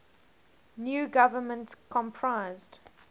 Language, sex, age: English, female, 20